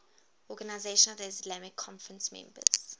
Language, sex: English, female